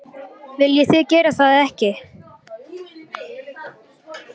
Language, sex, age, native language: Icelandic, male, 12, Icelandic